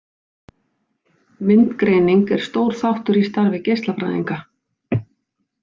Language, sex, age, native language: Icelandic, female, 50-59, Icelandic